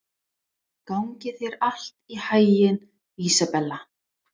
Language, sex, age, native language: Icelandic, female, 20-29, English